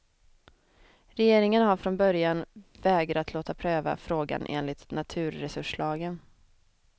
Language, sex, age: Swedish, female, 23